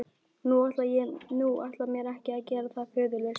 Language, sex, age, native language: Icelandic, female, 12, Icelandic